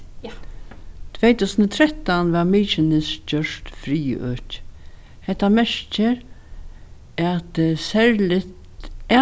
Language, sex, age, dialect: Faroese, female, 61+, Norðurstreymoy/Eysturoy